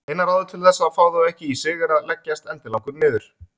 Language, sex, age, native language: Icelandic, male, 30-39, Icelandic